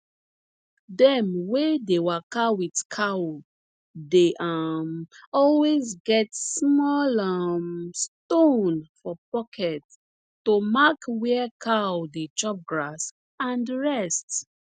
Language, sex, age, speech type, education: Nigerian Pidgin, female, 30-45, spontaneous, tertiary